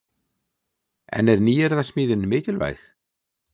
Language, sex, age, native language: Icelandic, male, 60-69, Icelandic